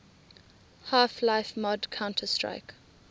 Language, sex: English, female